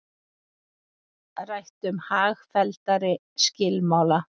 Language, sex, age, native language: Icelandic, female, 40-49, Icelandic